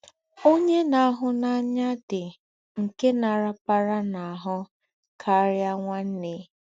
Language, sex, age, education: Igbo, female, 15-29, tertiary